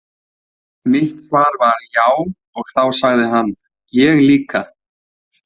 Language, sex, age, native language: Icelandic, male, 20-29, Icelandic